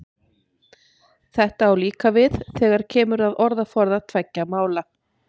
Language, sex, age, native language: Icelandic, female, 50-59, Icelandic